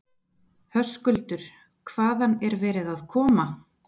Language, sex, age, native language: Icelandic, female, 20-29, Icelandic